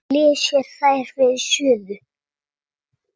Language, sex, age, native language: Icelandic, male, 6, Icelandic